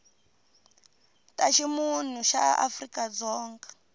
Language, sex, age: Tsonga, female, 19